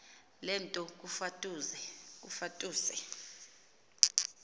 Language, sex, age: Xhosa, female, 38